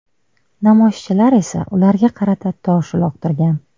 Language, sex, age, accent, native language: Uzbek, female, 19-29, Buxoro, Uzbek